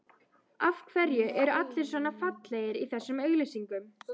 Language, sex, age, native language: Icelandic, female, 13, Icelandic